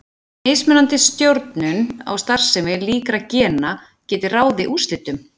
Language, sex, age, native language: Icelandic, female, 40-49, Icelandic